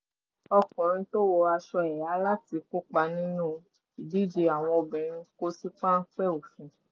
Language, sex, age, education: Yoruba, female, 15-29, secondary